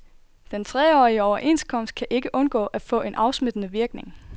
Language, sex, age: Danish, female, 24